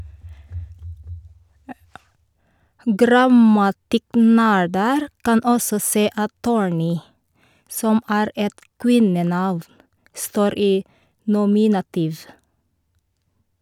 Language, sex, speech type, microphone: Norwegian, female, read, Shure